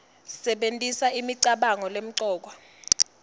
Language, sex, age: Swati, female, 19